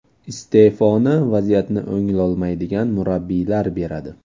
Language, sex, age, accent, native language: Uzbek, male, 18-24, Toshkent viloyati, Uzbek